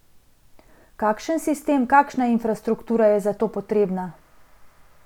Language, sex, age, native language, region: Slovenian, female, 30-49, Slovenian, Central Slovenia